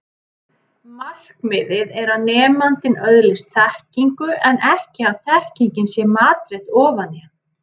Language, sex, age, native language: Icelandic, female, 30-39, Icelandic